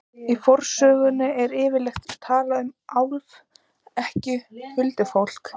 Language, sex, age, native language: Icelandic, female, 14, Icelandic